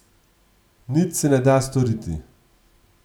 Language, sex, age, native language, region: Slovenian, male, 30-49, Slovenian, Gorenjska region